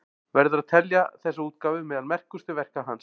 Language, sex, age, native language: Icelandic, male, 40-49, Icelandic